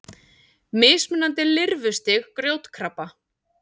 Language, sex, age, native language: Icelandic, female, 40-49, Icelandic